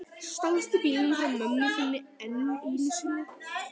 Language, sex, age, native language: Icelandic, male, 11, Icelandic